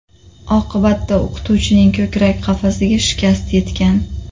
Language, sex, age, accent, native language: Uzbek, female, 25-34, Qoraqalpog'iston, Uzbek